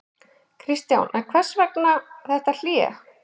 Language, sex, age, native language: Icelandic, male, 11, Icelandic